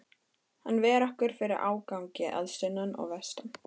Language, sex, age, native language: Icelandic, female, 13, Icelandic